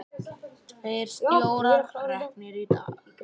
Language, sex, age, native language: Icelandic, female, 18-19, Icelandic